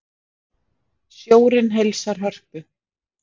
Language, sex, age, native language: Icelandic, female, 40-49, Icelandic